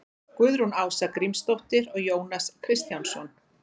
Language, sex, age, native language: Icelandic, female, 40-49, Icelandic